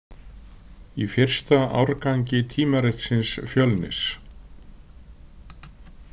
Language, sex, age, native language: Icelandic, male, 60-69, Icelandic